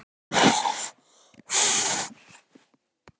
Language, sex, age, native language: Icelandic, male, 13, Icelandic